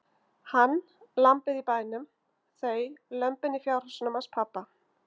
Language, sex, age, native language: Icelandic, female, 50-59, Icelandic